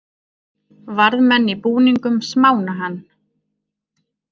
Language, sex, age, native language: Icelandic, female, 30-39, Icelandic